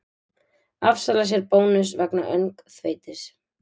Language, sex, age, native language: Icelandic, female, 20-29, Icelandic